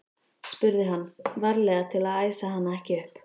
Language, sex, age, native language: Icelandic, female, 13, Icelandic